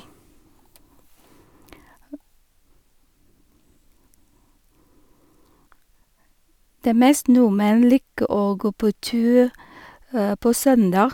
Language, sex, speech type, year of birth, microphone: Norwegian, female, spontaneous, 1973, Shure